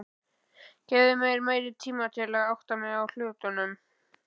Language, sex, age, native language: Icelandic, male, 12, Icelandic